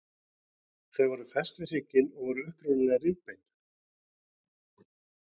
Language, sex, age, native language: Icelandic, male, 40-49, Icelandic